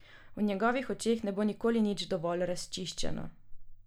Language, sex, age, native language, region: Slovenian, female, 18-29, Slovenian, Drava region